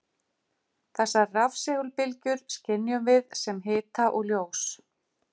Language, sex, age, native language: Icelandic, female, 50-59, Icelandic